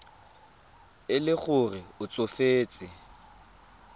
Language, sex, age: Tswana, male, 19